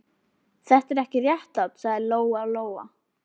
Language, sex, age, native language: Icelandic, female, 11, Icelandic